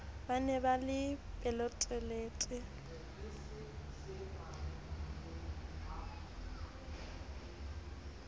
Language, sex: Southern Sotho, female